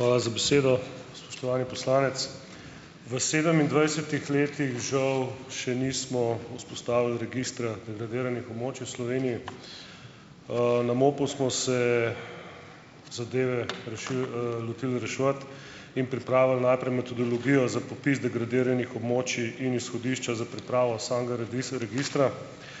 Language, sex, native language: Slovenian, male, Slovenian